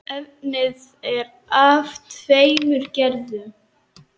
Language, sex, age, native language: Icelandic, female, 10, Icelandic